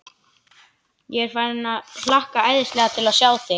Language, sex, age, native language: Icelandic, male, 11, Icelandic